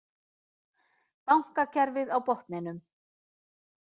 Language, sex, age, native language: Icelandic, female, 40-49, Icelandic